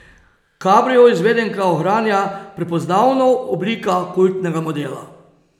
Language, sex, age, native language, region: Slovenian, male, 30-49, Slovenian, Posavska region